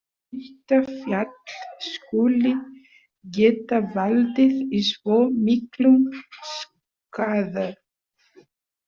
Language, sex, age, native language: Icelandic, female, 30-39, Portuguese